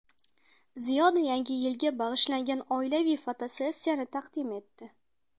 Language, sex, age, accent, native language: Uzbek, female, 19-29, Qashqadaryo, Uzbek